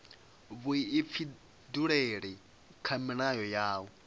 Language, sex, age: Venda, male, 22